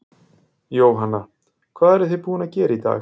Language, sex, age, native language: Icelandic, male, 40-49, Icelandic